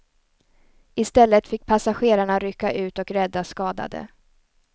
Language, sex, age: Swedish, female, 29